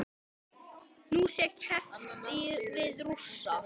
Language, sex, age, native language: Icelandic, male, 10, Icelandic